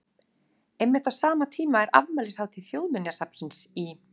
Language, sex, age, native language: Icelandic, female, 30-39, Icelandic